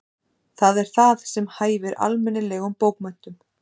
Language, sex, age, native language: Icelandic, female, 30-39, Icelandic